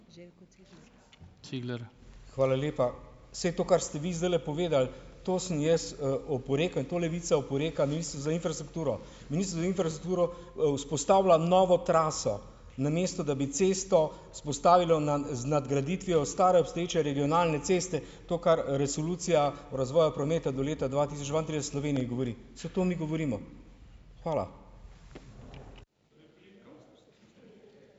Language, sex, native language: Slovenian, male, Slovenian